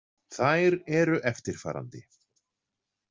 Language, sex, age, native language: Icelandic, male, 40-49, Icelandic